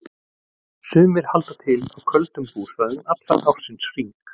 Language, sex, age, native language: Icelandic, male, 40-49, Icelandic